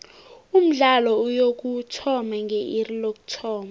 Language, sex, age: South Ndebele, female, 18